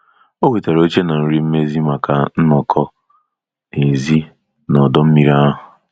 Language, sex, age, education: Igbo, male, 30-45, tertiary